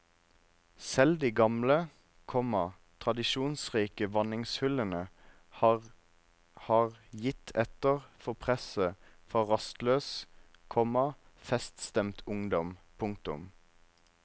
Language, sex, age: Norwegian, male, 26